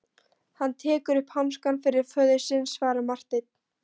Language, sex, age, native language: Icelandic, female, 13, Polish